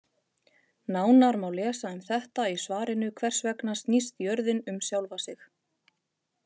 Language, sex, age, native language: Icelandic, female, 30-39, Icelandic